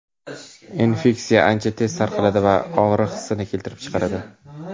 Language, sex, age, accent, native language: Uzbek, male, 18-24, Navoiy, Uzbek